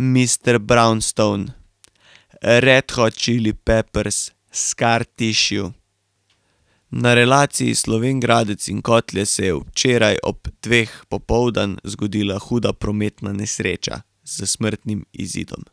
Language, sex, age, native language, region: Slovenian, male, 18-29, Slovenian, Carinthia region